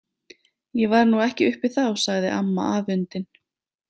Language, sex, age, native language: Icelandic, female, 30-39, Icelandic